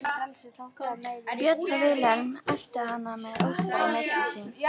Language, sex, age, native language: Icelandic, female, 13, Icelandic